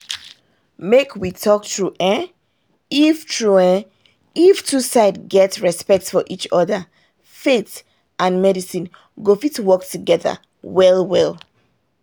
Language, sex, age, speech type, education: Nigerian Pidgin, female, 30-45, spontaneous, tertiary